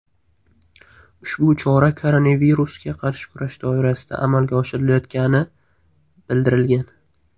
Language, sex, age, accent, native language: Uzbek, male, 19-29, Qashqadaryo, Uzbek